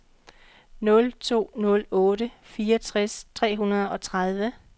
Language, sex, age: Danish, female, 45